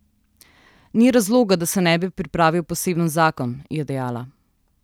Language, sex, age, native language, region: Slovenian, female, 30-49, Slovenian, Southeast Slovenia